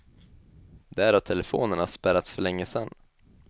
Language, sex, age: Swedish, male, 21